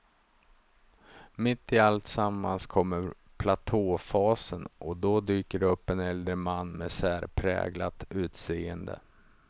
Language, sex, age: Swedish, male, 35